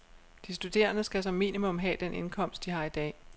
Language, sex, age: Danish, female, 36